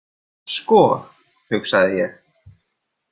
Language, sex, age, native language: Icelandic, male, 30-39, Icelandic